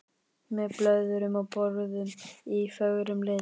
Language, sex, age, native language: Icelandic, male, 18-19, Icelandic